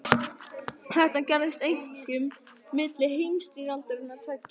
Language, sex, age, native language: Icelandic, male, 12, Icelandic